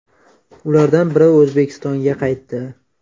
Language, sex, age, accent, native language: Uzbek, male, 18-24, Toshkent viloyati, Uzbek